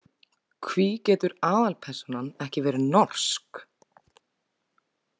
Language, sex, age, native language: Icelandic, female, 20-29, Icelandic